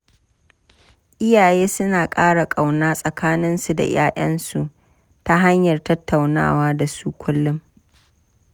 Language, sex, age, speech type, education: Hausa, female, 30-45, spontaneous, tertiary